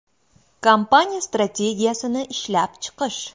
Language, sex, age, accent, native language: Uzbek, female, 25-34, Toshkent viloyati, Uzbek